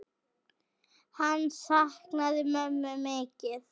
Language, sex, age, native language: Icelandic, female, 7, Icelandic